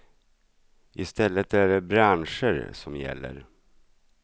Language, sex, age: Swedish, male, 42